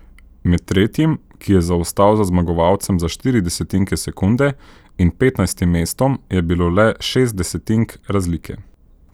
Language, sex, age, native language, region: Slovenian, male, 18-29, Slovenian, Central Slovenia